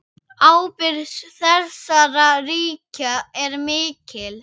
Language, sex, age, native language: Icelandic, female, 8, Icelandic